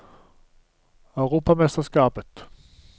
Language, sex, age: Norwegian, male, 47